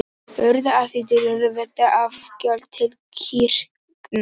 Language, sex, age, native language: Icelandic, male, 18-19, Icelandic